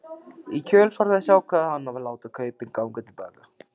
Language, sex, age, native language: Icelandic, male, 16, Icelandic